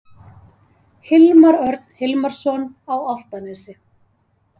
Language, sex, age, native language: Icelandic, female, 30-39, Icelandic